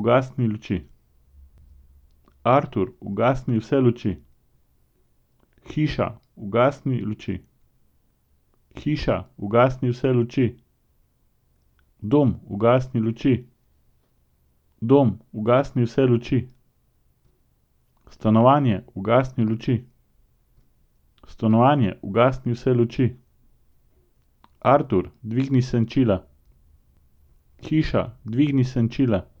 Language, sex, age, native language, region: Slovenian, male, 50-59, Slovenian, Central Slovenia